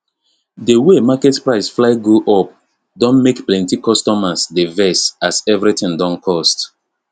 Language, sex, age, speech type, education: Nigerian Pidgin, male, 30-45, spontaneous, tertiary